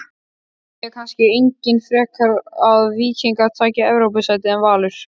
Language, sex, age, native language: Icelandic, male, 13, Icelandic